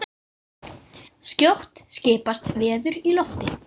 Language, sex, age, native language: Icelandic, female, 9, Icelandic